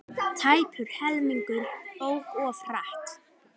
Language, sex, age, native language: Icelandic, female, 18-19, Icelandic